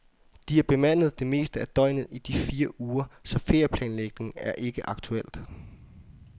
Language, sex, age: Danish, male, 24